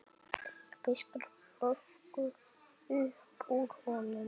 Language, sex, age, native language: Icelandic, male, 7, Icelandic